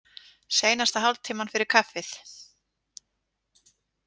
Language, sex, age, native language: Icelandic, female, 40-49, Icelandic